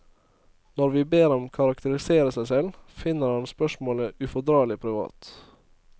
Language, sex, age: Norwegian, male, 22